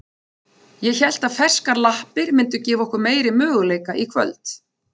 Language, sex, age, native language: Icelandic, female, 40-49, Icelandic